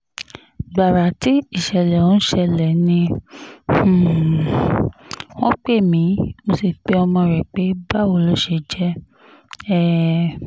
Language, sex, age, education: Yoruba, female, 30-45, tertiary